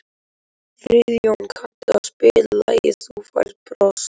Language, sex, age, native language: Icelandic, male, 12, Icelandic